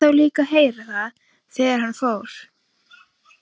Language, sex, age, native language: Icelandic, female, 15, Icelandic